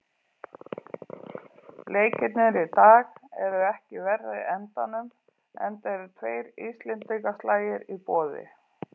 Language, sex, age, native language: Icelandic, female, 40-49, Icelandic